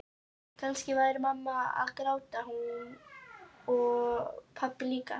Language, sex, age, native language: Icelandic, female, 12, Icelandic